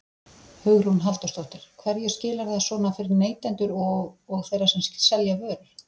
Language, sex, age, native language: Icelandic, female, 40-49, Icelandic